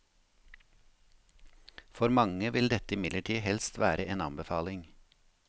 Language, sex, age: Norwegian, male, 53